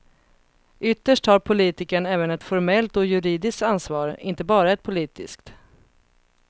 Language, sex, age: Swedish, female, 31